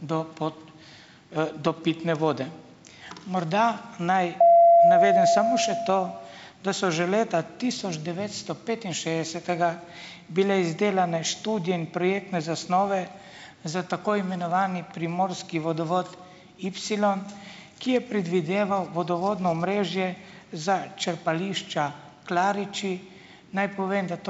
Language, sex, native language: Slovenian, male, Slovenian